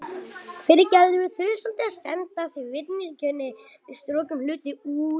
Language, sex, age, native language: Icelandic, male, 8, Icelandic